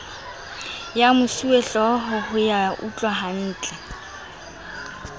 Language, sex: Southern Sotho, female